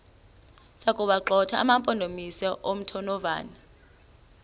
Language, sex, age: Xhosa, female, 33